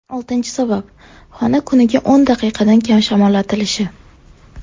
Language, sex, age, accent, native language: Uzbek, female, 18-24, Sirdaryo, Uzbek